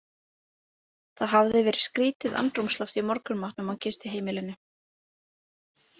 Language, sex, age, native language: Icelandic, female, 18-19, Icelandic